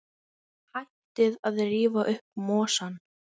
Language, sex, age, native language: Icelandic, female, 10, Icelandic